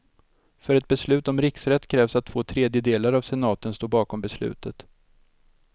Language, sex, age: Swedish, male, 32